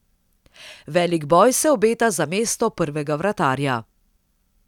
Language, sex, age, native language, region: Slovenian, female, 30-49, Slovenian, Central Slovenia